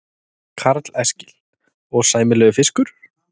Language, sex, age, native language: Icelandic, male, 30-39, Icelandic